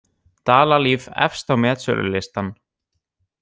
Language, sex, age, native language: Icelandic, other, 18-19, Icelandic